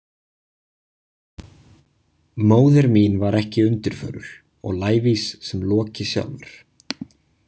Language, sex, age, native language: Icelandic, male, 20-29, Icelandic